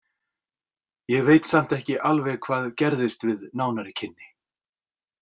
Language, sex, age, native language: Icelandic, male, 40-49, Icelandic